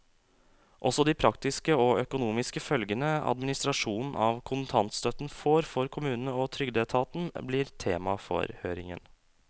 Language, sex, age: Norwegian, male, 27